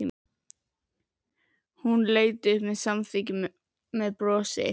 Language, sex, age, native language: Icelandic, female, 11, Icelandic